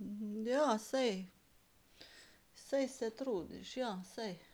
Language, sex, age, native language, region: Slovenian, female, 50-59, Slovenian, Carinthia region